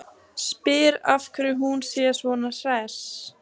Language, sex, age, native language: Icelandic, female, 15, Icelandic